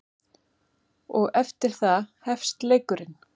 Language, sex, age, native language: Icelandic, female, 30-39, Icelandic